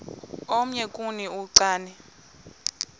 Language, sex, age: Xhosa, female, 20